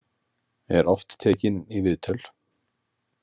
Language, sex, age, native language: Icelandic, male, 50-59, Icelandic